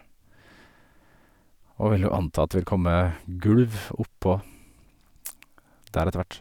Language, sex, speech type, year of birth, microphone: Norwegian, male, spontaneous, 1979, Sennheiser